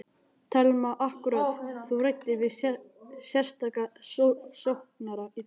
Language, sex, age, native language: Icelandic, male, 11, Icelandic